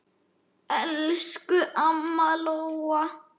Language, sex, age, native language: Icelandic, male, 9, Icelandic